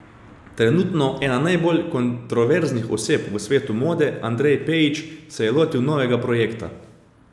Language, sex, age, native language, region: Slovenian, male, 30-49, Slovenian, Savinja region